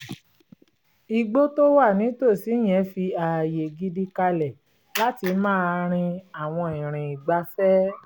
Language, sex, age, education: Yoruba, female, 30-45, tertiary